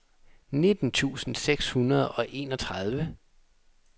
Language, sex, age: Danish, male, 27